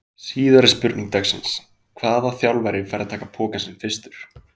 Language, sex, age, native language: Icelandic, male, 20-29, Icelandic